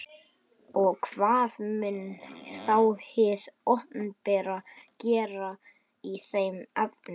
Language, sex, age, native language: Icelandic, male, 11, Icelandic